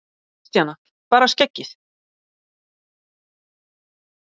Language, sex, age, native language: Icelandic, female, 60-69, Icelandic